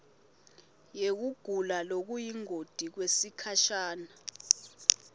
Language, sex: Swati, female